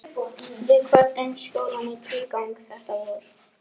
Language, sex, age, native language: Icelandic, male, 11, Icelandic